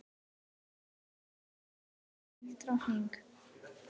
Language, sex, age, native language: Icelandic, female, 18-19, Icelandic